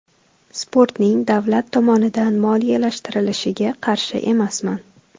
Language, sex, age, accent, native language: Uzbek, female, 18-24, Toshkent viloyati, Tajik